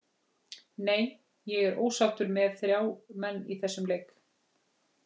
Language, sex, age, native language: Icelandic, female, 40-49, Icelandic